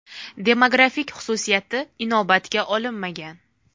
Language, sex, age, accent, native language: Uzbek, female, 19-29, Farg'ona, Uzbek